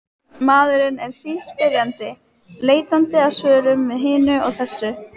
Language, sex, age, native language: Icelandic, female, 18-19, Icelandic